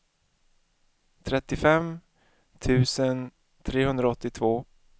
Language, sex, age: Swedish, male, 31